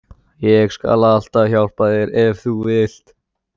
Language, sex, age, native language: Icelandic, male, 14, Icelandic